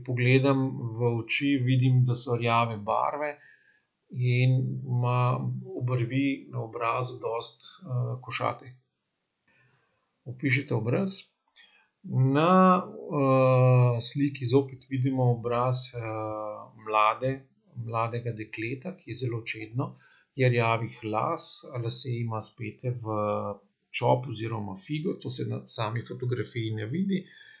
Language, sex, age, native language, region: Slovenian, male, 50-59, Slovenian, Central Slovenia